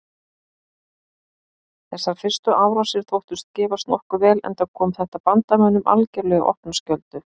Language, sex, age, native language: Icelandic, female, 50-59, Icelandic